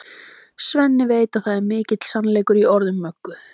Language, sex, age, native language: Icelandic, female, 20-29, Icelandic